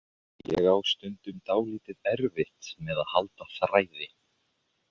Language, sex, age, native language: Icelandic, male, 20-29, Icelandic